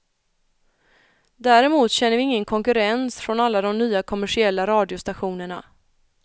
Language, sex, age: Swedish, female, 31